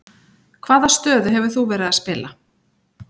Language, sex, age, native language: Icelandic, female, 40-49, Icelandic